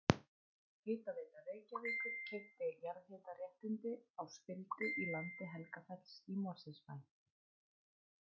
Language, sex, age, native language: Icelandic, female, 20-29, Icelandic